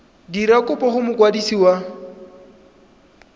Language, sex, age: Tswana, male, 20